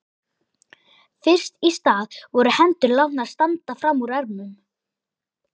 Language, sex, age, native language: Icelandic, male, 11, Icelandic